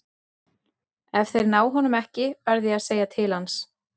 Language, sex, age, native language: Icelandic, female, 40-49, Icelandic